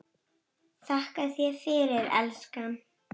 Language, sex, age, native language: Icelandic, female, 9, Icelandic